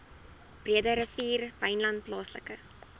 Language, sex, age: Afrikaans, female, 19